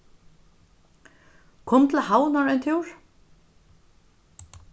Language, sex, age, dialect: Faroese, female, 61+, Norðurstreymoy/Eysturoy